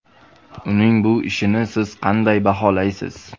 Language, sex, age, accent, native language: Uzbek, male, 25-34, Farg'ona, Uzbek